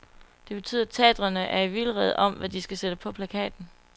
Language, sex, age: Danish, female, 22